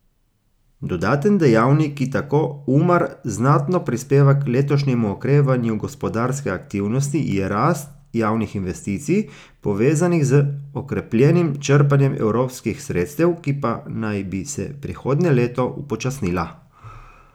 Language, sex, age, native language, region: Slovenian, male, 30-49, Slovenian, Gorica region